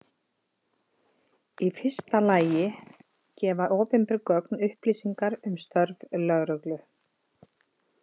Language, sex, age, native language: Icelandic, female, 50-59, Icelandic